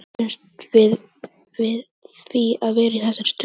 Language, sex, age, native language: Icelandic, male, 11, Icelandic